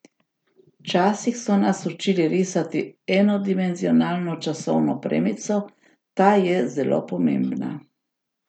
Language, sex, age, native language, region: Slovenian, female, 60+, Slovenian, Gorica region